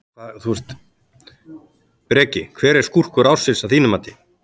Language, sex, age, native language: Icelandic, male, 30-39, Icelandic